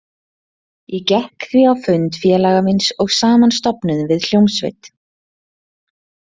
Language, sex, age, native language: Icelandic, female, 30-39, Icelandic